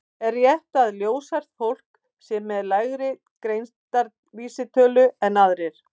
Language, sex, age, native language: Icelandic, female, 50-59, Icelandic